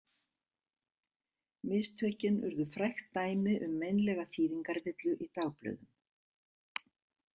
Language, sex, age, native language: Icelandic, female, 70-79, Icelandic